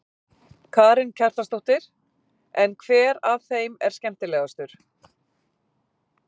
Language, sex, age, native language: Icelandic, female, 50-59, Icelandic